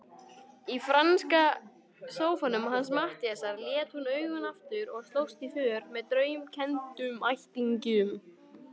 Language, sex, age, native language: Icelandic, female, 18-19, Icelandic